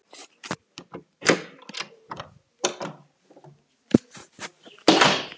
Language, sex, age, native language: Icelandic, female, 10, Icelandic